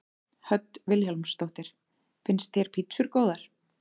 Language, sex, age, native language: Icelandic, female, 30-39, Icelandic